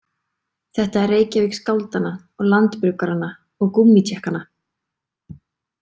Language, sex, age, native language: Icelandic, female, 20-29, Icelandic